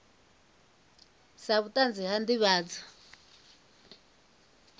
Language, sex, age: Venda, female, 24